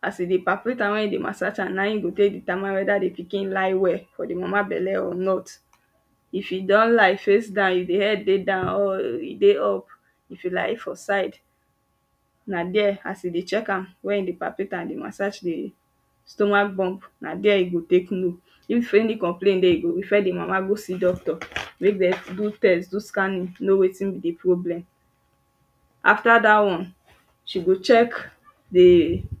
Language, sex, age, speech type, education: Nigerian Pidgin, female, 15-29, spontaneous, tertiary